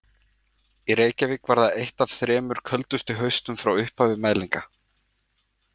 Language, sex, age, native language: Icelandic, male, 20-29, Icelandic